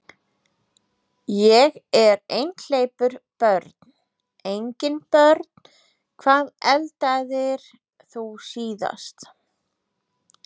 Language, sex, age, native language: Icelandic, female, 30-39, Icelandic